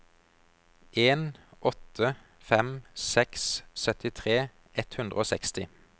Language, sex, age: Norwegian, male, 32